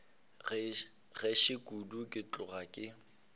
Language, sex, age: Northern Sotho, male, 19